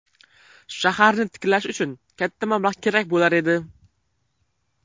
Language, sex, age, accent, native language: Uzbek, male, 12-17, Farg'ona, Uzbek